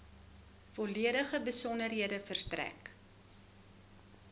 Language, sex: Afrikaans, female